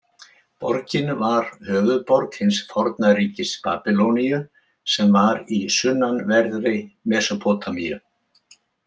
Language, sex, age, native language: Icelandic, male, 70-79, Icelandic